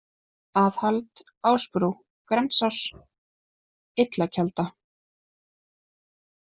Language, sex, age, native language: Icelandic, female, 20-29, Icelandic